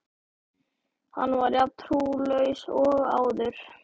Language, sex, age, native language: Icelandic, male, 12, Icelandic